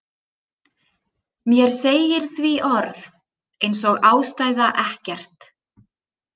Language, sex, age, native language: Icelandic, female, 30-39, Icelandic